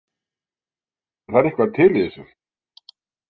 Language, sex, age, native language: Icelandic, male, 60-69, Icelandic